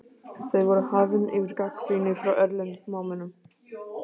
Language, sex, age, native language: Icelandic, male, 15, Icelandic